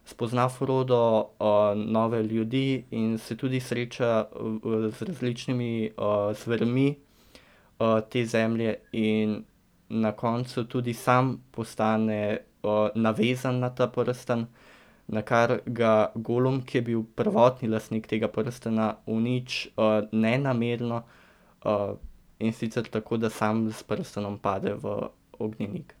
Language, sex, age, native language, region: Slovenian, male, 18-29, Slovenian, Central Slovenia